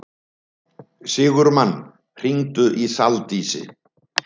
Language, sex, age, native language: Icelandic, male, 70-79, Icelandic